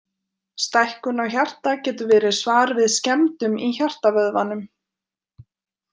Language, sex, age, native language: Icelandic, female, 20-29, Icelandic